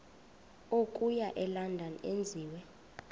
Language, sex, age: Xhosa, female, 26